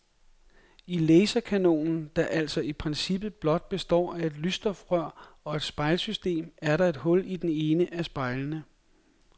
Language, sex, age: Danish, male, 42